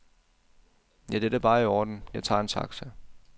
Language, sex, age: Danish, male, 28